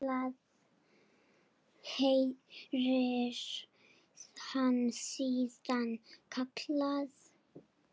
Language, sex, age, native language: Icelandic, female, 8, Serbo-Croatian